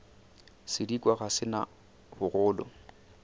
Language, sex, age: Northern Sotho, male, 29